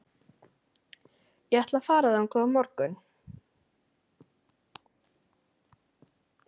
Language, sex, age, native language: Icelandic, female, 9, Icelandic